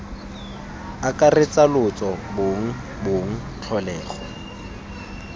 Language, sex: Tswana, male